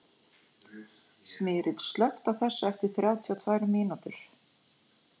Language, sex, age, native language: Icelandic, female, 40-49, Icelandic